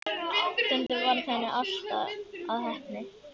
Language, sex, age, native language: Icelandic, male, 11, Icelandic